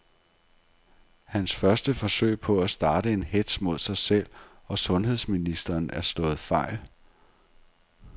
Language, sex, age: Danish, male, 42